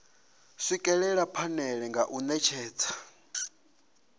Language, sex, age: Venda, male, 26